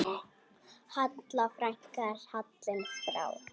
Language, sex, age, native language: Icelandic, female, 6, Icelandic